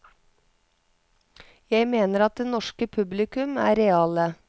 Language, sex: Norwegian, female